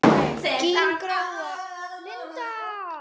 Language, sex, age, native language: Icelandic, female, 10, Icelandic